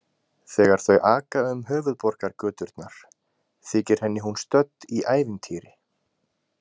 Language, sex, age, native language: Icelandic, male, 20-29, Icelandic